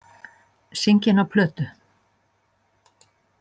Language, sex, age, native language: Icelandic, female, 60-69, Icelandic